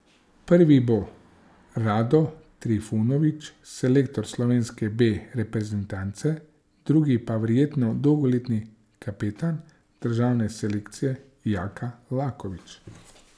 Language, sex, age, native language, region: Slovenian, male, 30-49, Slovenian, Savinja region